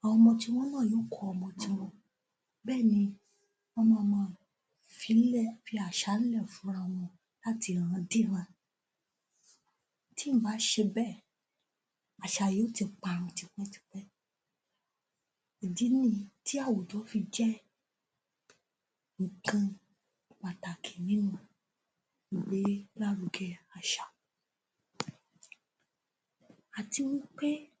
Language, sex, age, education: Yoruba, female, 15-29, tertiary